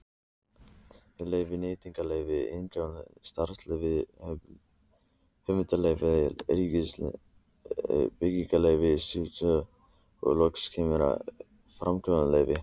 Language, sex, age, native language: Icelandic, male, 30-39, Icelandic